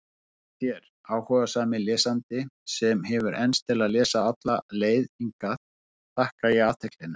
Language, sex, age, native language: Icelandic, male, 50-59, Icelandic